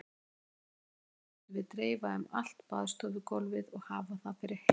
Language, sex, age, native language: Icelandic, female, 40-49, Icelandic